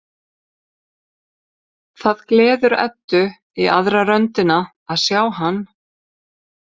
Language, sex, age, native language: Icelandic, female, 50-59, Icelandic